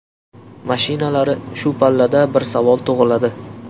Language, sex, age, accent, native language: Uzbek, male, 18-24, Qashqadaryo, Uzbek